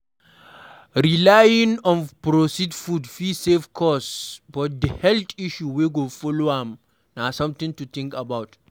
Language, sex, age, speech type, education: Nigerian Pidgin, male, 46-60, read, primary